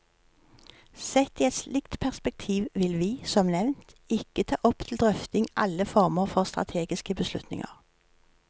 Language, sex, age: Norwegian, female, 53